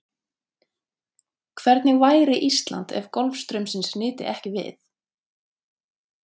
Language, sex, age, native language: Icelandic, female, 30-39, Icelandic